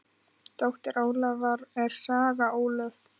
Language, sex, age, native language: Icelandic, male, 10, Icelandic